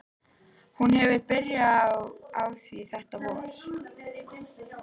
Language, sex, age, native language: Icelandic, female, 13, Icelandic